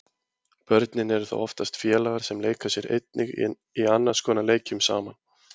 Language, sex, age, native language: Icelandic, male, 20-29, Icelandic